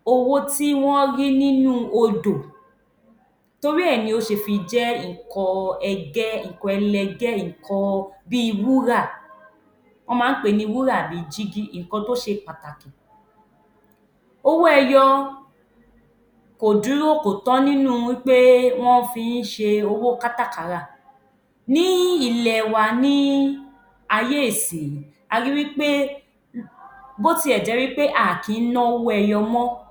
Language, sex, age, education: Yoruba, female, 15-29, tertiary